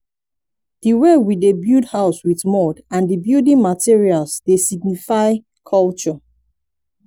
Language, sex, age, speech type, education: Nigerian Pidgin, female, 15-29, spontaneous, tertiary